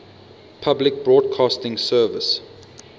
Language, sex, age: English, male, 22